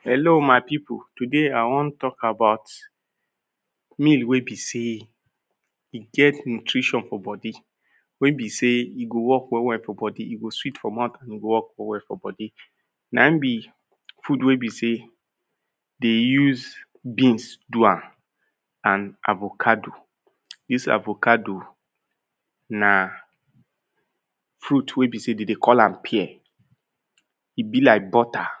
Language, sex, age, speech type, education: Nigerian Pidgin, male, 30-45, spontaneous, tertiary